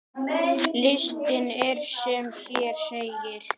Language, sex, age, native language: Icelandic, male, 9, Icelandic